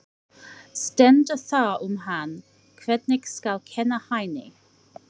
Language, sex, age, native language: Icelandic, female, 40-49, English